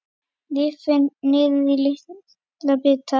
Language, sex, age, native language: Icelandic, female, 9, Icelandic